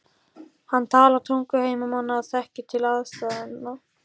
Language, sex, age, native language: Icelandic, male, 14, Icelandic